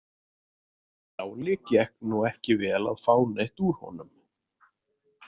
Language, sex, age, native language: Icelandic, male, 30-39, Icelandic